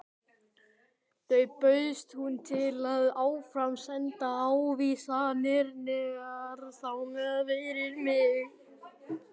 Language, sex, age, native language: Icelandic, male, 12, Icelandic